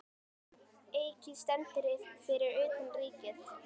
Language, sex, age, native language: Icelandic, female, 10, Icelandic